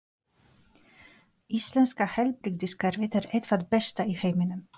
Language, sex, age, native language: Icelandic, female, 40-49, Polish